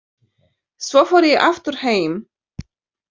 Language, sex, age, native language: Icelandic, female, 30-39, Polish